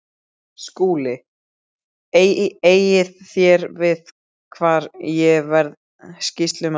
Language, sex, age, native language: Icelandic, male, 12, Icelandic